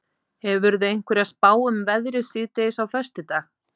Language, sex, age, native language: Icelandic, female, 50-59, Icelandic